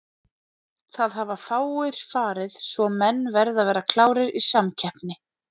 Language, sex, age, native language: Icelandic, female, 30-39, Icelandic